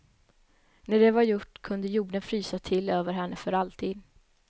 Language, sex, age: Swedish, female, 21